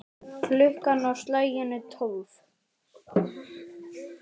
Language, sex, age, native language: Icelandic, male, 9, Icelandic